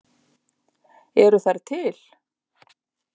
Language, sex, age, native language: Icelandic, female, 50-59, Icelandic